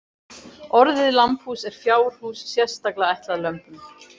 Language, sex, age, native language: Icelandic, female, 30-39, Icelandic